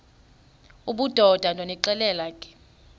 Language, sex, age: Xhosa, female, 33